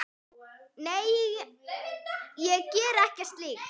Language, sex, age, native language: Icelandic, male, 6, Icelandic